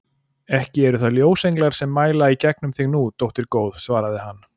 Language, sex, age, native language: Icelandic, male, 40-49, Icelandic